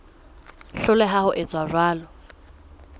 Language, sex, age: Southern Sotho, female, 20